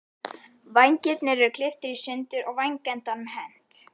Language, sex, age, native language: Icelandic, female, 11, Icelandic